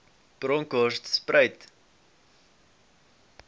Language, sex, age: Afrikaans, male, 18